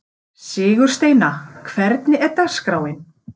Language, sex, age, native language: Icelandic, female, 50-59, Icelandic